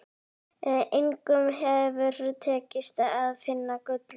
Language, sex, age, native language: Icelandic, female, 11, Icelandic